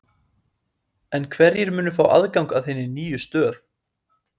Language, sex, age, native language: Icelandic, male, 30-39, Icelandic